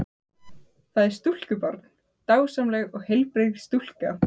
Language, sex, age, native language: Icelandic, female, 15, Icelandic